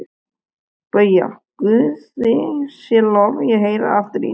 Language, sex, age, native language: Icelandic, male, 13, Icelandic